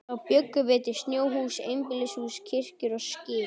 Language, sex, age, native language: Icelandic, male, 12, Icelandic